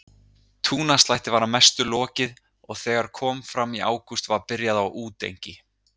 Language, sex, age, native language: Icelandic, male, 30-39, Icelandic